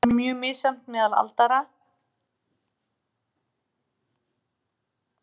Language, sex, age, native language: Icelandic, female, 30-39, Icelandic